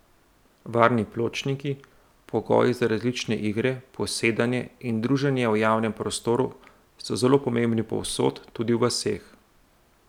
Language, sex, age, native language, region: Slovenian, male, 30-49, Slovenian, Central Slovenia